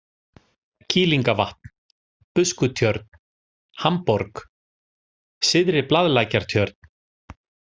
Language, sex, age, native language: Icelandic, male, 40-49, Icelandic